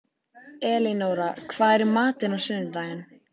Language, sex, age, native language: Icelandic, female, 14, Icelandic